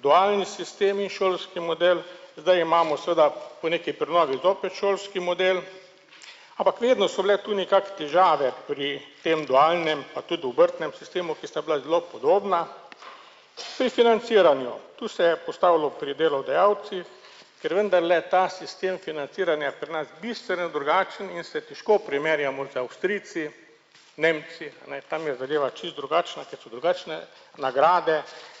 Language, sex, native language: Slovenian, male, Slovenian